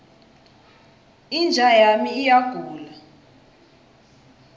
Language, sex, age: South Ndebele, female, 21